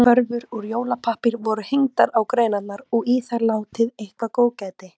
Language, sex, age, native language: Icelandic, female, 18-19, Icelandic